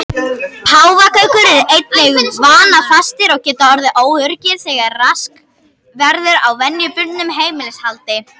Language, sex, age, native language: Icelandic, female, 50-59, Icelandic